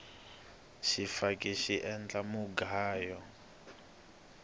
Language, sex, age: Tsonga, male, 22